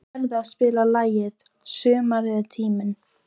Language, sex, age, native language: Icelandic, female, 14, Icelandic